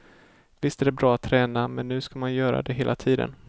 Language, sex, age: Swedish, male, 18